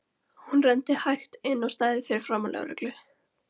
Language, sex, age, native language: Icelandic, female, 13, Icelandic